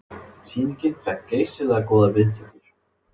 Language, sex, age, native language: Icelandic, male, 30-39, Icelandic